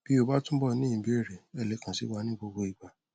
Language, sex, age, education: Yoruba, male, 15-29, tertiary